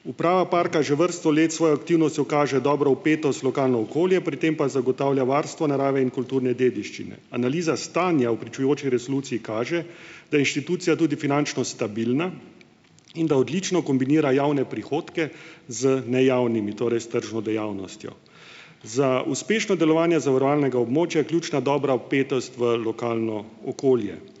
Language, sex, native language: Slovenian, male, Slovenian